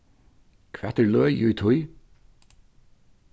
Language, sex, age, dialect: Faroese, male, 61+, Vágar